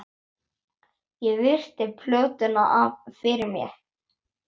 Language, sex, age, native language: Icelandic, male, 8, Icelandic